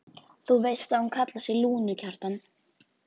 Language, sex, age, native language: Icelandic, female, 14, Icelandic